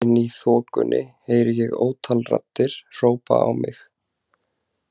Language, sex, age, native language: Icelandic, male, 20-29, Icelandic